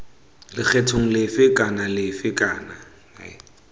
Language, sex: Tswana, male